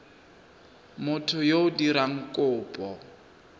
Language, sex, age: Tswana, male, 23